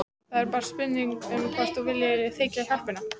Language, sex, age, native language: Icelandic, female, 14, Icelandic